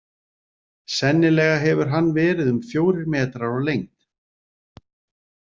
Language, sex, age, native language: Icelandic, male, 40-49, Icelandic